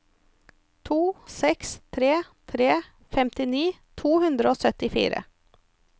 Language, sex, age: Norwegian, female, 34